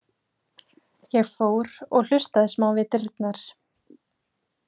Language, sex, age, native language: Icelandic, female, 20-29, Icelandic